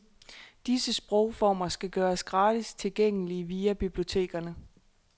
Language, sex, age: Danish, female, 26